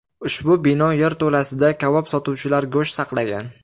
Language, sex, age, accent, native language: Uzbek, male, 18-24, Farg'ona, Uzbek